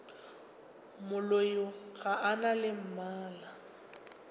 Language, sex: Northern Sotho, female